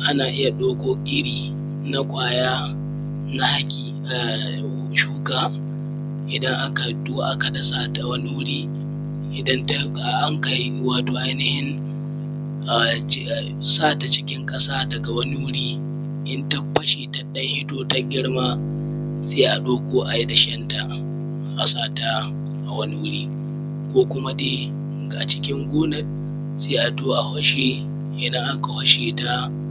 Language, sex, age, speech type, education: Hausa, male, 15-29, spontaneous, primary